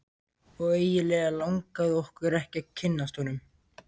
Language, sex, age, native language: Icelandic, other, 13, Icelandic